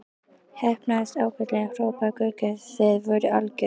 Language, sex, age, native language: Icelandic, female, 12, Icelandic